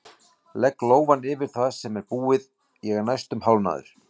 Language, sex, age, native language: Icelandic, male, 40-49, Icelandic